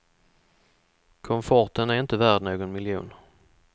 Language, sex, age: Swedish, male, 44